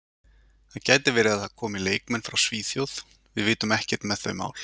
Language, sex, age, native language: Icelandic, male, 40-49, Icelandic